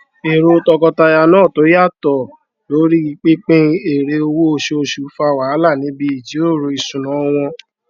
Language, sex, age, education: Yoruba, male, 15-29, tertiary